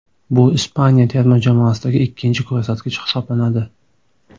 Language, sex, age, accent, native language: Uzbek, male, 18-24, Toshkent shahri, Uzbek